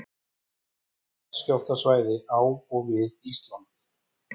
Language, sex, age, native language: Icelandic, male, 40-49, Icelandic